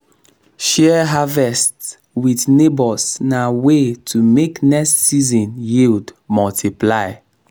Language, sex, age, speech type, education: Nigerian Pidgin, male, 15-29, spontaneous, tertiary